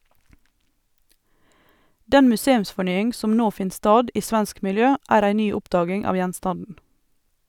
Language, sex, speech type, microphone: Norwegian, female, read, Sennheiser